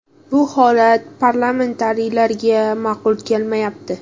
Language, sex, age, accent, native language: Uzbek, female, 18-24, Toshkent viloyati, Uzbek